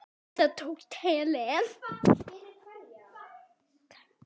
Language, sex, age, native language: Icelandic, female, 9, Icelandic